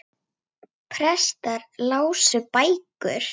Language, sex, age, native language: Icelandic, female, 9, Icelandic